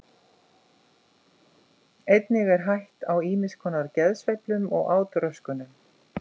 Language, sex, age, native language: Icelandic, female, 50-59, Icelandic